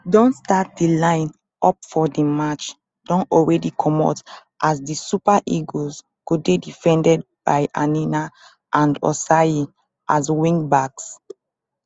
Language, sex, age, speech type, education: Nigerian Pidgin, female, 30-45, spontaneous, tertiary